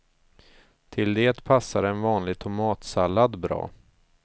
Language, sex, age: Swedish, male, 34